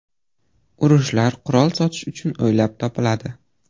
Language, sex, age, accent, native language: Uzbek, male, 18-24, Surxondaryo, Uzbek